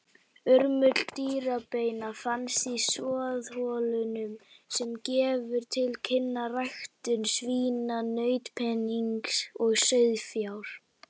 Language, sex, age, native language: Icelandic, female, 60-69, Icelandic